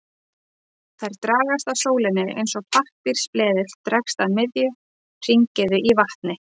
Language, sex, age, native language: Icelandic, female, 30-39, Icelandic